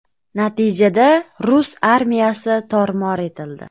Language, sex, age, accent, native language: Uzbek, female, 25-34, Farg'ona, Uzbek